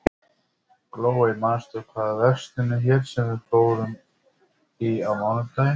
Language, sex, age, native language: Icelandic, male, 50-59, Icelandic